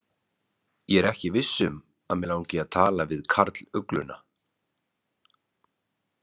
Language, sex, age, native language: Icelandic, male, 30-39, Icelandic